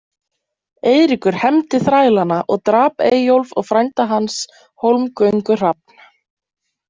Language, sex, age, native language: Icelandic, female, 20-29, Icelandic